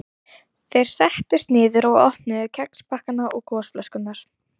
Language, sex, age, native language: Icelandic, female, 12, Icelandic